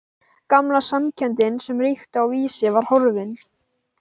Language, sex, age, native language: Icelandic, male, 12, Icelandic